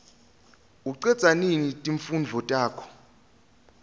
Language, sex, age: Swati, male, 20